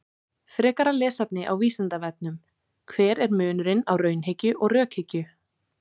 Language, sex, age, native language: Icelandic, female, 18-19, Icelandic